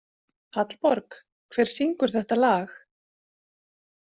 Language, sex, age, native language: Icelandic, female, 40-49, Icelandic